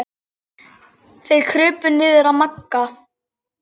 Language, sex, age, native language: Icelandic, female, 8, Icelandic